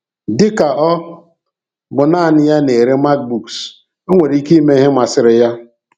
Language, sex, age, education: Igbo, male, 46-60, tertiary